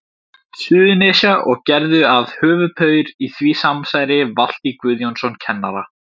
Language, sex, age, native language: Icelandic, male, 17, Icelandic